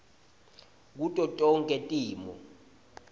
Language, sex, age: Swati, male, 20